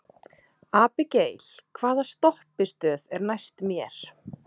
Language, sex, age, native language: Icelandic, female, 30-39, Icelandic